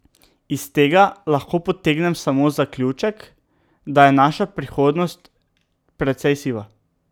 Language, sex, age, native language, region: Slovenian, male, 18-29, Slovenian, Drava region